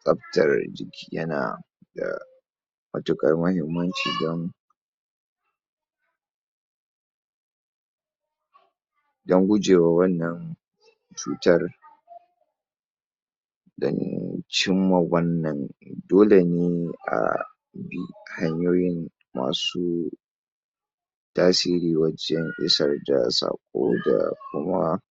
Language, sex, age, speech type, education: Hausa, male, 46-60, spontaneous, tertiary